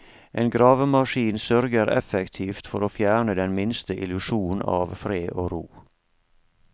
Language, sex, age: Norwegian, male, 47